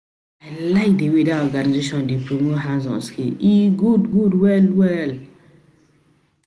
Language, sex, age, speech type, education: Nigerian Pidgin, female, 30-45, spontaneous, tertiary